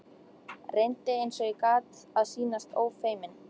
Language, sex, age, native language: Icelandic, female, 13, Icelandic